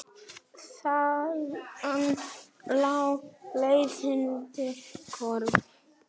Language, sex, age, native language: Icelandic, male, 10, Icelandic